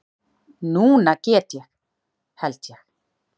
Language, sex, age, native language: Icelandic, female, 30-39, Icelandic